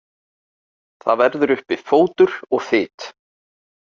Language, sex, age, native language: Icelandic, male, 30-39, Icelandic